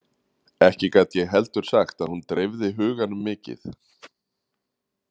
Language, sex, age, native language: Icelandic, male, 30-39, Icelandic